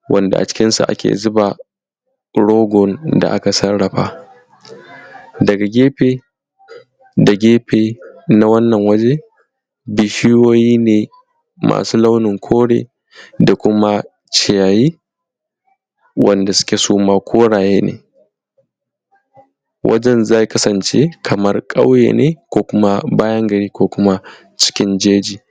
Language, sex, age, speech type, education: Hausa, male, 15-29, spontaneous, tertiary